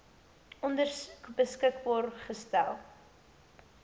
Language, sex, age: Afrikaans, female, 18